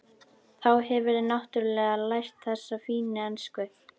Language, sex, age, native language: Icelandic, female, 12, Icelandic